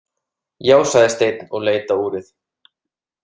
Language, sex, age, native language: Icelandic, male, 30-39, Icelandic